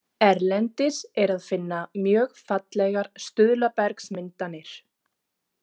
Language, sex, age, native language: Icelandic, female, 30-39, Icelandic